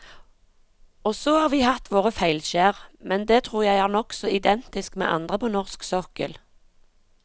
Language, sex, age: Norwegian, female, 36